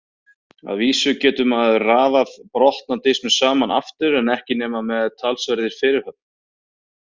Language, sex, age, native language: Icelandic, male, 30-39, Icelandic